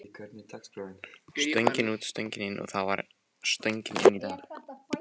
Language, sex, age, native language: Icelandic, male, 18-19, Icelandic